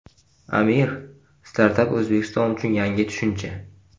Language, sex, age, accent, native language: Uzbek, male, 18-24, Qashqadaryo, Uzbek